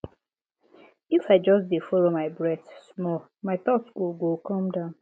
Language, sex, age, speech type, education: Nigerian Pidgin, female, 15-29, spontaneous, tertiary